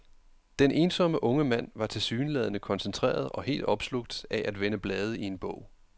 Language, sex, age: Danish, male, 31